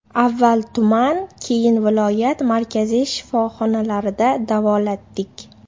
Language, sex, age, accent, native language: Uzbek, female, 18-24, Namangan, Uzbek